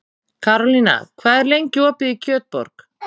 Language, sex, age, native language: Icelandic, female, 30-39, Icelandic